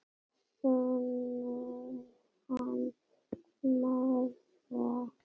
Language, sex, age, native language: Icelandic, female, 8, Icelandic